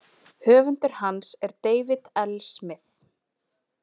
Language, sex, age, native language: Icelandic, female, 20-29, Icelandic